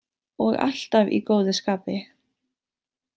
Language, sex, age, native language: Icelandic, female, 18-19, Icelandic